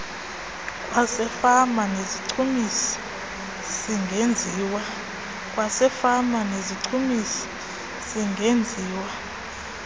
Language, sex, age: Xhosa, female, 22